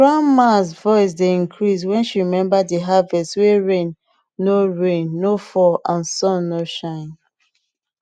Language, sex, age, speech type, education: Nigerian Pidgin, female, 30-45, spontaneous, tertiary